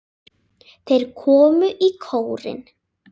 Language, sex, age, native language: Icelandic, female, 10, Icelandic